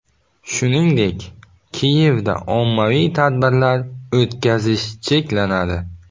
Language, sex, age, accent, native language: Uzbek, male, 18-24, Buxoro, Uzbek